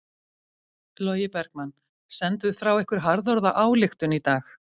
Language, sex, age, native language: Icelandic, female, 50-59, Icelandic